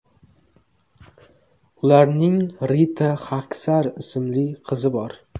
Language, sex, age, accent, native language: Uzbek, male, 18-24, Qoraqalpog'iston, Uzbek